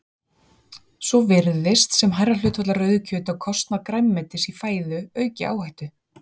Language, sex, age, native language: Icelandic, female, 40-49, Icelandic